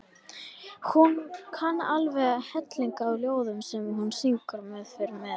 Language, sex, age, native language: Icelandic, male, 18-19, Icelandic